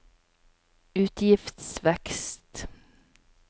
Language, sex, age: Norwegian, female, 27